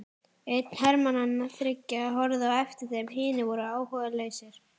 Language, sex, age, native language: Icelandic, female, 12, Icelandic